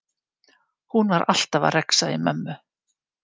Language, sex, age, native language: Icelandic, female, 50-59, Icelandic